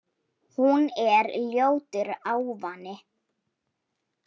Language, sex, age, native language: Icelandic, female, 18-19, Polish